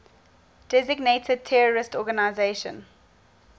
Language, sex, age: English, female, 19